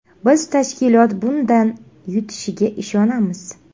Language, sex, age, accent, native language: Uzbek, female, 30-39, Navoiy, Uzbek